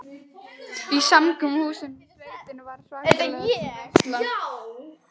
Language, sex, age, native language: Icelandic, female, 11, Icelandic